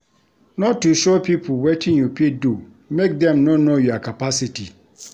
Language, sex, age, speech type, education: Nigerian Pidgin, male, 46-60, read, tertiary